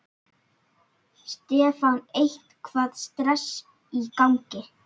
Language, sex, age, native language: Icelandic, female, 9, Icelandic